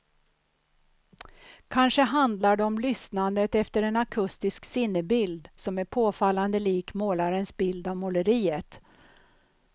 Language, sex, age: Swedish, female, 63